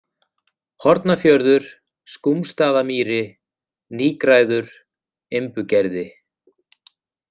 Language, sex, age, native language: Icelandic, male, 40-49, Icelandic